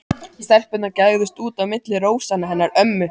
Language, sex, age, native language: Icelandic, male, 14, Icelandic